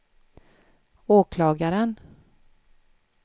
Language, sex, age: Swedish, female, 36